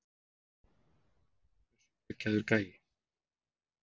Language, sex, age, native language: Icelandic, male, 40-49, Icelandic